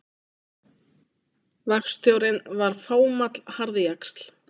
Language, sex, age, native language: Icelandic, female, 20-29, Icelandic